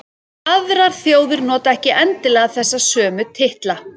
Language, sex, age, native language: Icelandic, female, 40-49, Icelandic